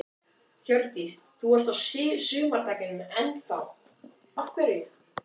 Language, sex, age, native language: Icelandic, male, 14, Icelandic